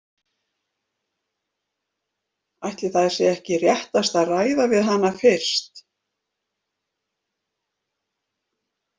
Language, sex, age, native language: Icelandic, female, 50-59, Icelandic